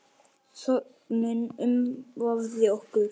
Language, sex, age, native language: Icelandic, male, 9, Icelandic